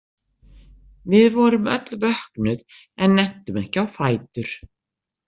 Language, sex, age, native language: Icelandic, female, 60-69, Icelandic